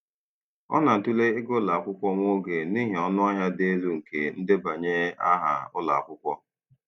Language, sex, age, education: Igbo, male, 30-45, tertiary